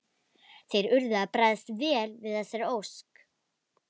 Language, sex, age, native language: Icelandic, female, 11, Icelandic